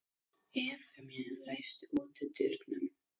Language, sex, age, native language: Icelandic, other, 13, Danish